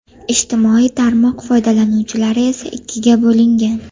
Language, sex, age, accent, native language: Uzbek, female, 18-24, Farg'ona, Uzbek